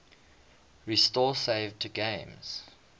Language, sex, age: English, male, 21